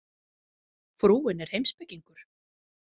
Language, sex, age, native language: Icelandic, female, 40-49, Icelandic